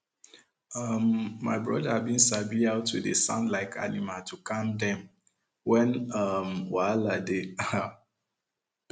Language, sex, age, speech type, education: Nigerian Pidgin, male, 30-45, spontaneous, tertiary